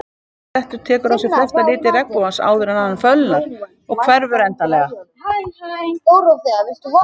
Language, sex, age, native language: Icelandic, female, 50-59, Icelandic